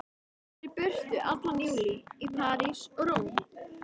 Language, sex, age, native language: Icelandic, female, 13, Icelandic